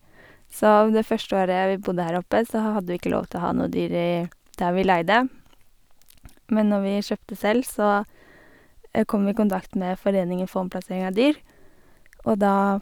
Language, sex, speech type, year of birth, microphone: Norwegian, female, spontaneous, 1988, Sennheiser